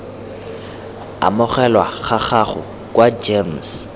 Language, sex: Tswana, male